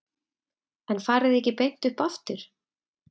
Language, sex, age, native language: Icelandic, female, 30-39, Icelandic